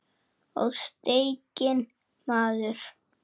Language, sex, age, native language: Icelandic, male, 7, Icelandic